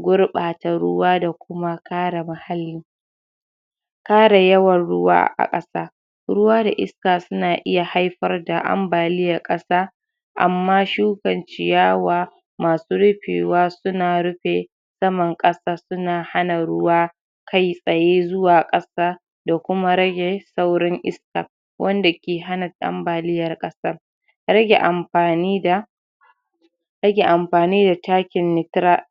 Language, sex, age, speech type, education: Hausa, female, 46-60, spontaneous, tertiary